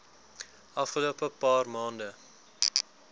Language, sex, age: Afrikaans, male, 19